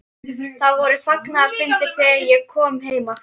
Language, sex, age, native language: Icelandic, female, 13, Icelandic